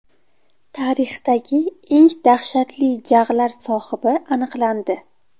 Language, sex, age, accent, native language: Uzbek, female, 12-17, Toshkent viloyati, Uzbek